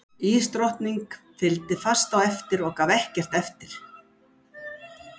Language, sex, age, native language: Icelandic, female, 60-69, Icelandic